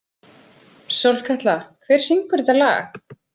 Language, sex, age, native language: Icelandic, female, 30-39, Icelandic